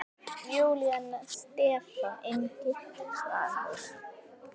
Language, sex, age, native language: Icelandic, female, 9, Icelandic